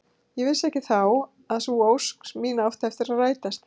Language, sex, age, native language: Icelandic, female, 50-59, Icelandic